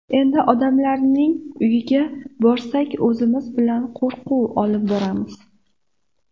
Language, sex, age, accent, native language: Uzbek, female, 18-24, Namangan, Uzbek